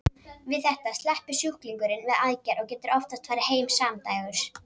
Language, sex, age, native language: Icelandic, female, 30-39, Icelandic